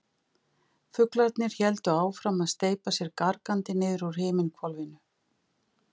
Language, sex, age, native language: Icelandic, female, 50-59, Icelandic